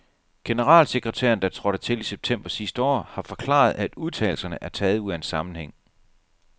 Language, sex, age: Danish, male, 37